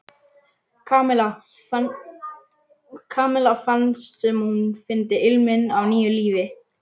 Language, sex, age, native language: Icelandic, male, 11, Icelandic